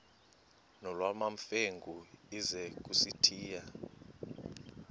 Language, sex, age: Xhosa, male, 19